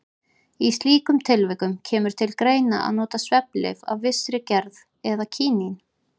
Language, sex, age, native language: Icelandic, female, 30-39, Icelandic